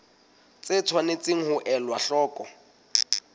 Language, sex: Southern Sotho, male